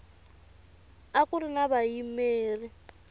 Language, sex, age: Tsonga, female, 24